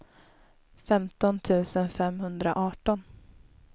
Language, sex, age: Swedish, female, 19